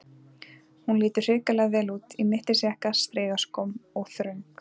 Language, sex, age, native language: Icelandic, female, 20-29, Icelandic